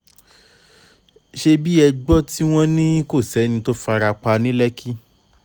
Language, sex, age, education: Yoruba, male, 30-45, tertiary